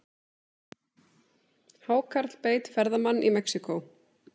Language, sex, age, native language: Icelandic, female, 30-39, Icelandic